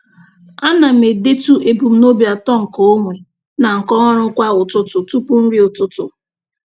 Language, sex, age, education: Igbo, female, 15-29, secondary